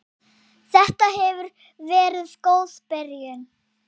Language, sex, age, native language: Icelandic, female, 7, Icelandic